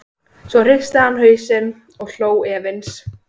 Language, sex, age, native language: Icelandic, female, 12, Icelandic